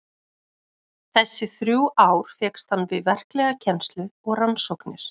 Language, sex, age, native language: Icelandic, female, 30-39, Icelandic